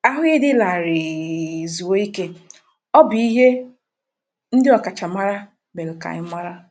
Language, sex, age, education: Igbo, female, 46-60, tertiary